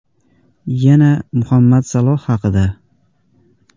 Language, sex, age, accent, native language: Uzbek, male, 18-24, Andijon, Uzbek